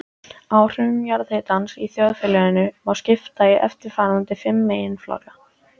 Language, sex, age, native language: Icelandic, male, 14, Icelandic